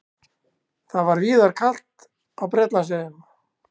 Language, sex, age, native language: Icelandic, male, 60-69, Icelandic